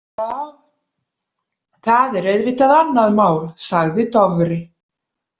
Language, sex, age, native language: Icelandic, female, 40-49, Icelandic